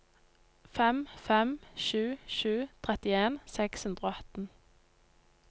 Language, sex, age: Norwegian, female, 19